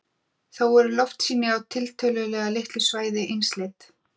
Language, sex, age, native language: Icelandic, female, 40-49, Icelandic